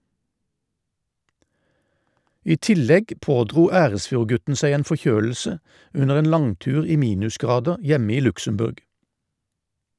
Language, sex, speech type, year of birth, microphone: Norwegian, male, read, 1952, Shure